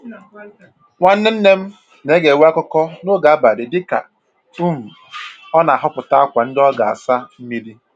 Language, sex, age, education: Igbo, male, 15-29, tertiary